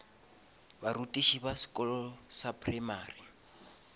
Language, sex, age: Northern Sotho, male, 26